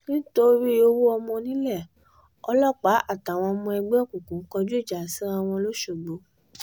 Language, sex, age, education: Yoruba, female, 15-29, tertiary